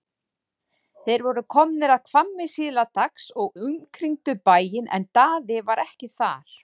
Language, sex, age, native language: Icelandic, female, 40-49, Icelandic